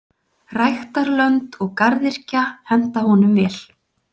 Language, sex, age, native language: Icelandic, female, 40-49, Icelandic